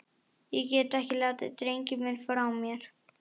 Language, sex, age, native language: Icelandic, female, 11, Icelandic